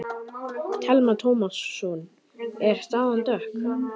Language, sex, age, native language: Icelandic, male, 11, Icelandic